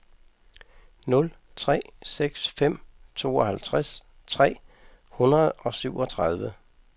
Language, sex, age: Danish, male, 55